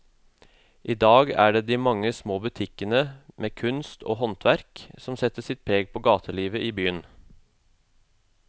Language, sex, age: Norwegian, male, 36